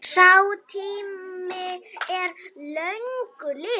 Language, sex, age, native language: Icelandic, female, 9, Icelandic